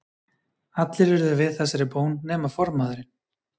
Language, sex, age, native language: Icelandic, male, 30-39, Icelandic